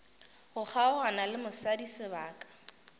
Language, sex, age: Northern Sotho, female, 19